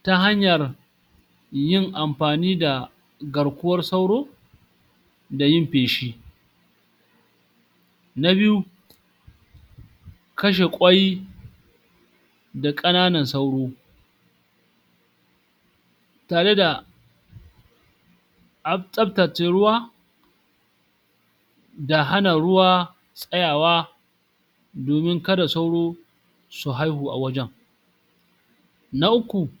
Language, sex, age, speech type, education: Hausa, male, 46-60, spontaneous, tertiary